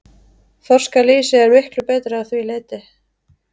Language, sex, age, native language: Icelandic, female, 30-39, Icelandic